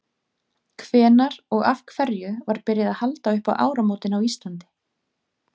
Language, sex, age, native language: Icelandic, female, 30-39, Icelandic